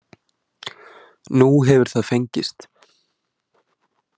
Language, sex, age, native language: Icelandic, male, 20-29, Icelandic